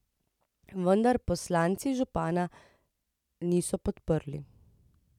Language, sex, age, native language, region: Slovenian, female, 30-49, Slovenian, Central Slovenia